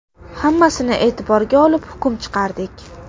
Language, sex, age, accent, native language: Uzbek, female, under 19, Qashqadaryo, Uzbek